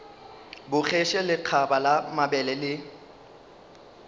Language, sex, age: Northern Sotho, male, 35